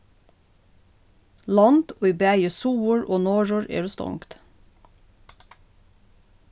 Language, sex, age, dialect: Faroese, female, 36-60, Norðuroyggjar